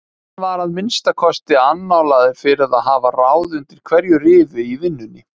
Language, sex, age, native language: Icelandic, male, 30-39, Icelandic